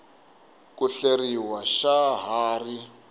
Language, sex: Tsonga, male